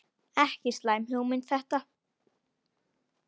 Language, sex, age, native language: Icelandic, female, 10, Icelandic